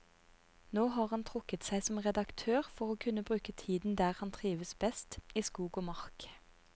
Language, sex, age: Norwegian, female, 30